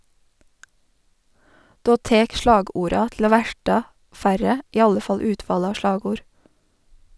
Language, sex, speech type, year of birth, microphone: Norwegian, female, read, 1987, Sennheiser